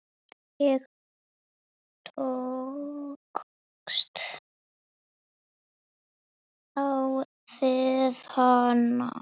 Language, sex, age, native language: Icelandic, female, 8, Icelandic